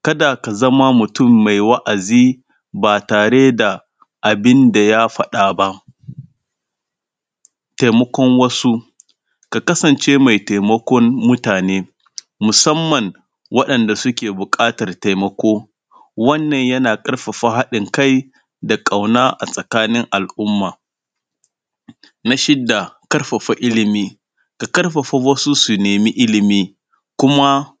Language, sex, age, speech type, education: Hausa, female, 15-29, spontaneous, secondary